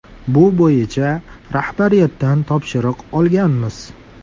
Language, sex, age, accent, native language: Uzbek, male, 18-24, Farg'ona, Uzbek